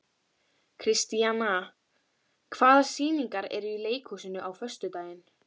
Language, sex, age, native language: Icelandic, female, 13, Icelandic